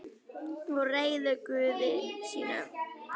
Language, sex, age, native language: Icelandic, female, 10, Icelandic